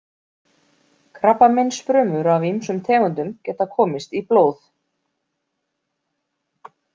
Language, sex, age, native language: Icelandic, female, 40-49, Icelandic